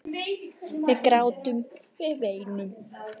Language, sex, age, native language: Icelandic, female, 10, Icelandic